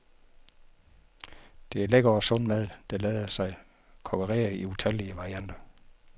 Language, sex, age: Danish, male, 51